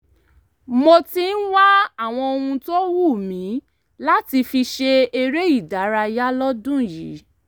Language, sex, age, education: Yoruba, female, 30-45, tertiary